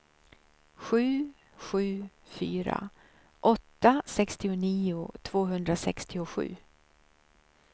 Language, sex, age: Swedish, female, 63